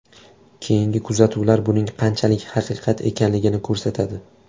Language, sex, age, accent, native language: Uzbek, male, 18-24, Toshkent shahri, Uzbek